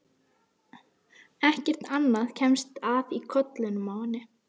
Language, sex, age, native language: Icelandic, female, 12, Icelandic